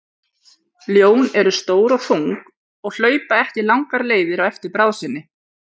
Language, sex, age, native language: Icelandic, female, 40-49, Icelandic